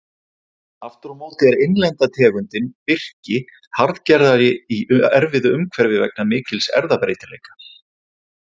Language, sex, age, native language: Icelandic, male, 40-49, Icelandic